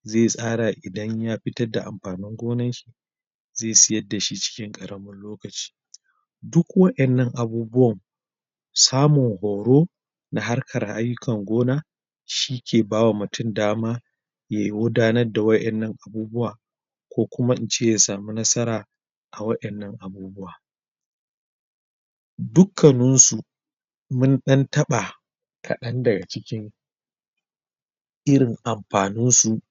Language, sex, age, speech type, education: Hausa, male, 30-45, spontaneous, primary